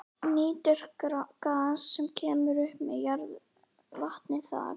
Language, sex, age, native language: Icelandic, female, 11, Icelandic